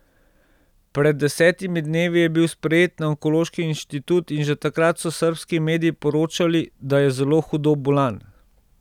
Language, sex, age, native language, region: Slovenian, male, 30-49, Slovenian, Central Slovenia